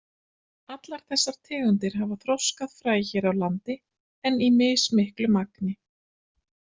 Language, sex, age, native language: Icelandic, female, 50-59, Icelandic